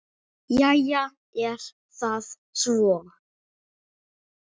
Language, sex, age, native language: Icelandic, male, 6, Icelandic